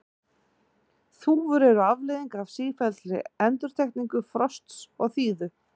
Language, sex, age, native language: Icelandic, female, 40-49, Icelandic